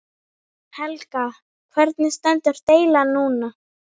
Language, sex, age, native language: Icelandic, female, 9, Icelandic